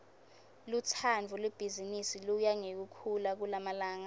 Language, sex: Swati, female